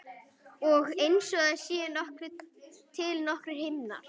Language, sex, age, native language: Icelandic, female, 11, Icelandic